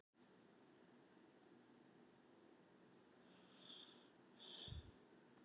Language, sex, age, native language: Icelandic, female, 70-79, Icelandic